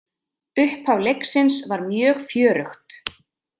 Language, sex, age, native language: Icelandic, female, 30-39, Icelandic